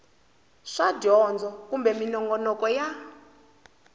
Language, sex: Tsonga, female